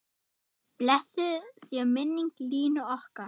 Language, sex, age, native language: Icelandic, female, 10, German